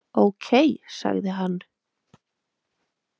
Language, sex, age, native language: Icelandic, female, 20-29, Icelandic